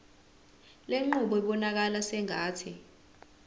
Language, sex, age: Zulu, female, 20